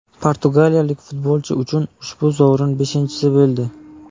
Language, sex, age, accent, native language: Uzbek, male, 18-24, Buxoro, Uzbek